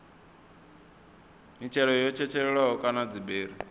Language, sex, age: Venda, male, 22